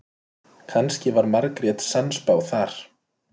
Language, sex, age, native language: Icelandic, male, 30-39, Icelandic